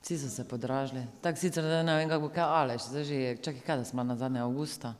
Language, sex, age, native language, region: Slovenian, female, 30-49, Slovenian, Drava region